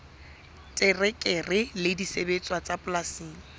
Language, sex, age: Southern Sotho, female, 22